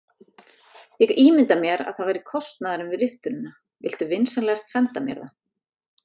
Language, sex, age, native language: Icelandic, female, 30-39, Icelandic